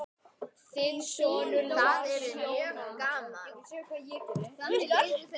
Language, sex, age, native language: Icelandic, male, 10, Icelandic